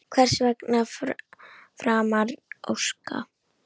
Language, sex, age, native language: Icelandic, female, 10, Icelandic